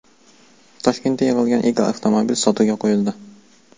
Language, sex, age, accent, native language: Uzbek, male, 18-24, Farg'ona, Uzbek